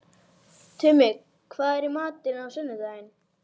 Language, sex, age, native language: Icelandic, female, 11, Icelandic